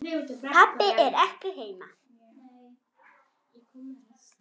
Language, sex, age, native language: Icelandic, female, 9, Icelandic